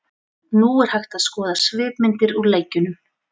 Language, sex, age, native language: Icelandic, female, 40-49, Icelandic